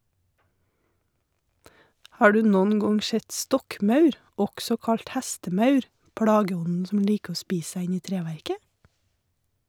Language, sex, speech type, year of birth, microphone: Norwegian, female, read, 1981, Shure